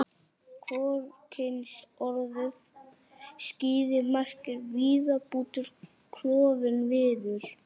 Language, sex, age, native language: Icelandic, female, 40-49, Icelandic